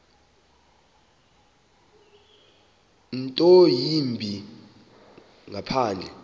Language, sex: Xhosa, male